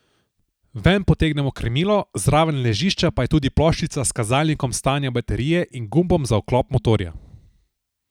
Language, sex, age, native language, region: Slovenian, male, 18-29, Slovenian, Southeast Slovenia